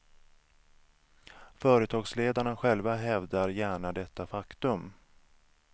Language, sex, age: Swedish, male, 37